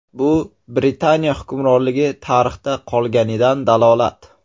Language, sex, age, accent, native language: Uzbek, male, 18-24, Namangan, Uzbek